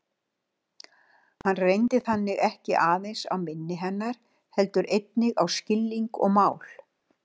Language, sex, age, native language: Icelandic, female, 60-69, Icelandic